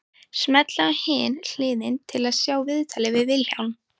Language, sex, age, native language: Icelandic, female, 18-19, Icelandic